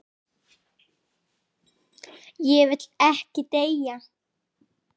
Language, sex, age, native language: Icelandic, female, 9, Icelandic